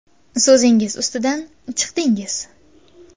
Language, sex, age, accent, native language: Uzbek, female, 19-29, Qashqadaryo, Uzbek